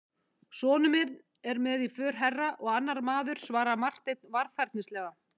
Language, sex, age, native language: Icelandic, female, 50-59, Icelandic